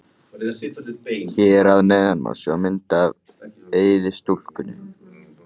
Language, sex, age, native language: Icelandic, male, 18-19, Icelandic